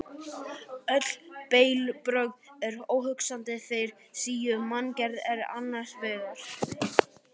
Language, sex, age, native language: Icelandic, male, 12, Icelandic